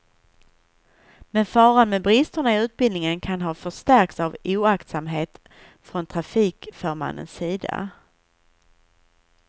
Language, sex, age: Swedish, female, 41